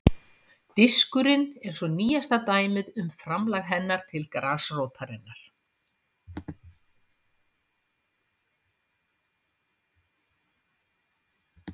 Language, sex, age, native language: Icelandic, female, 50-59, Icelandic